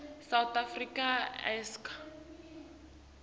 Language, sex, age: Swati, female, 19